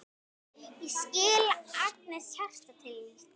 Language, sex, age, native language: Icelandic, female, 10, Icelandic